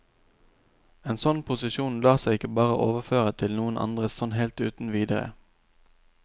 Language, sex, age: Norwegian, male, 29